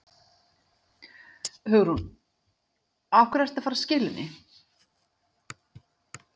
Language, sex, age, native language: Icelandic, female, 50-59, Icelandic